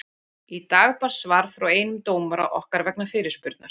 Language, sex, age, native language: Icelandic, female, 40-49, Icelandic